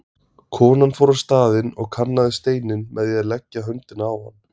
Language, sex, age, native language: Icelandic, male, 20-29, Icelandic